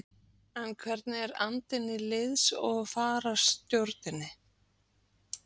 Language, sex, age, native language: Icelandic, female, 40-49, Icelandic